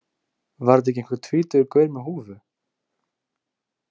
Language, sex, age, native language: Icelandic, male, 18-19, Icelandic